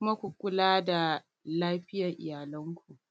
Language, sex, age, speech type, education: Hausa, female, 30-45, spontaneous, tertiary